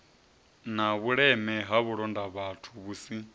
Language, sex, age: Venda, male, 30